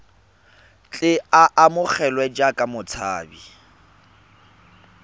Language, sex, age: Tswana, male, 24